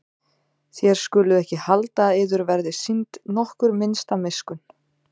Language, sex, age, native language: Icelandic, female, 30-39, Icelandic